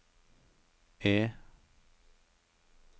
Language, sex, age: Norwegian, male, 43